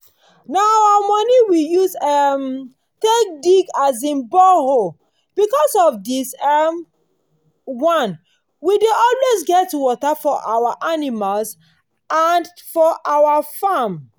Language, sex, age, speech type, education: Nigerian Pidgin, female, 30-45, spontaneous, tertiary